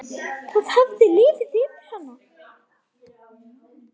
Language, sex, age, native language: Icelandic, female, 8, Icelandic